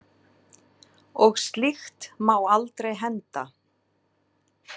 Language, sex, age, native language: Icelandic, female, 30-39, Icelandic